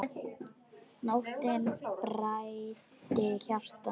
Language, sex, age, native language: Icelandic, other, 10, Icelandic